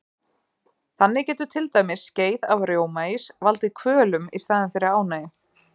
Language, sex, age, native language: Icelandic, female, 30-39, Icelandic